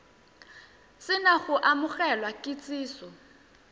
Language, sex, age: Tswana, female, 18